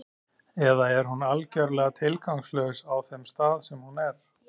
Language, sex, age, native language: Icelandic, male, 30-39, Icelandic